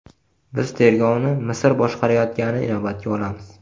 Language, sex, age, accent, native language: Uzbek, male, 18-24, Qashqadaryo, Uzbek